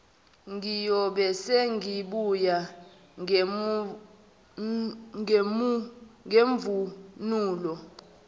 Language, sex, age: Zulu, male, 18